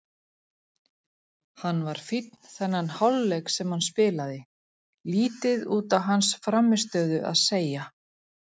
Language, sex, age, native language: Icelandic, female, 40-49, Icelandic